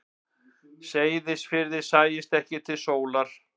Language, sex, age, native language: Icelandic, male, 50-59, Icelandic